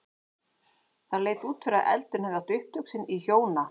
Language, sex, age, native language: Icelandic, female, 40-49, Icelandic